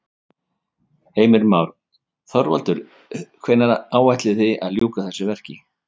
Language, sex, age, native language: Icelandic, male, 50-59, Icelandic